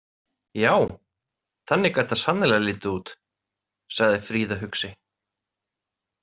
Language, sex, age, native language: Icelandic, male, 30-39, Icelandic